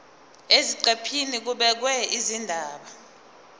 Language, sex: Zulu, female